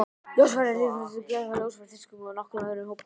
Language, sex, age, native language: Icelandic, male, 18-19, Icelandic